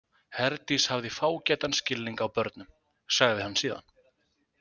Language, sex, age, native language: Icelandic, male, 20-29, Icelandic